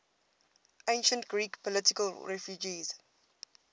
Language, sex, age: English, female, 22